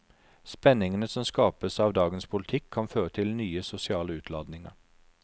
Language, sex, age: Norwegian, male, 43